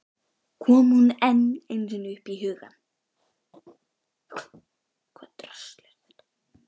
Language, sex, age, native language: Icelandic, other, 11, Icelandic